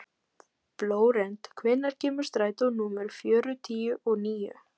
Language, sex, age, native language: Icelandic, female, 18-19, Icelandic